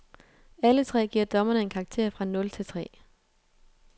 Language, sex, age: Danish, female, 22